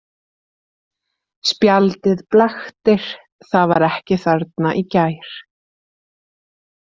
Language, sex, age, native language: Icelandic, female, 30-39, Icelandic